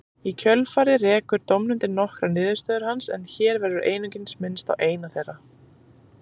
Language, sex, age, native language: Icelandic, female, 30-39, Icelandic